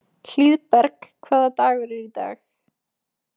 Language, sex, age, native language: Icelandic, female, 20-29, Icelandic